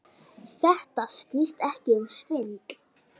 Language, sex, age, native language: Icelandic, female, 9, Icelandic